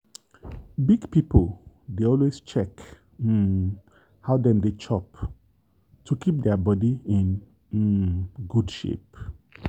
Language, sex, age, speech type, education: Nigerian Pidgin, male, 30-45, spontaneous, tertiary